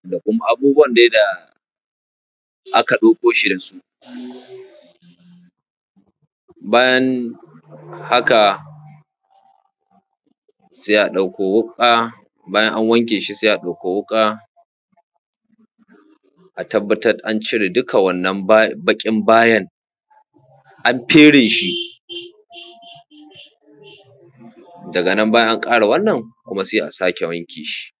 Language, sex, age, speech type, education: Hausa, male, 15-29, spontaneous, tertiary